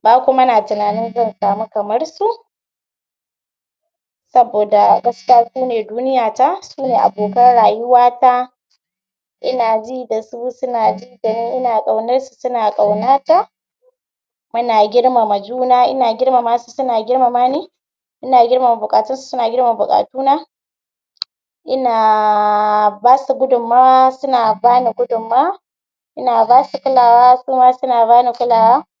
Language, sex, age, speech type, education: Hausa, female, 46-60, spontaneous, tertiary